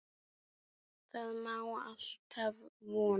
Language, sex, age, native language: Icelandic, female, 9, Icelandic